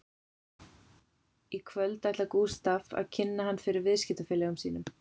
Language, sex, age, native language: Icelandic, female, 40-49, Icelandic